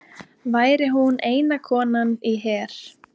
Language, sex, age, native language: Icelandic, female, 30-39, Icelandic